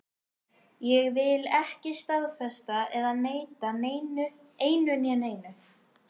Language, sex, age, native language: Icelandic, female, 18-19, Icelandic